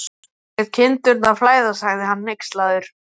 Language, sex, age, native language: Icelandic, male, 12, Icelandic